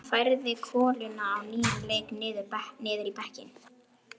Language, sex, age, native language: Icelandic, male, 11, Icelandic